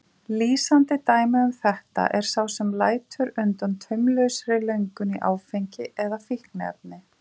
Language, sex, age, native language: Icelandic, female, 40-49, Icelandic